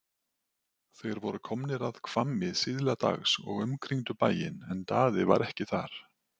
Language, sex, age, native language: Icelandic, male, 40-49, Icelandic